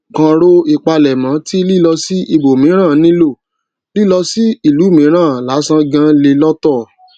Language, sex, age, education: Yoruba, male, 30-45, tertiary